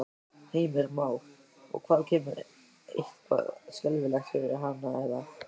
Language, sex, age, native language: Icelandic, male, 13, Icelandic